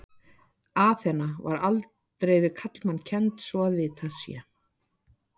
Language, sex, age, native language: Icelandic, female, 60-69, Icelandic